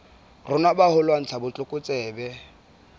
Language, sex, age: Southern Sotho, male, 22